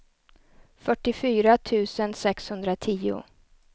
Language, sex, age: Swedish, female, 29